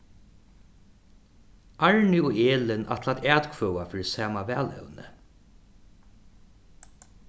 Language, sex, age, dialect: Faroese, male, 36-60, Suðuroy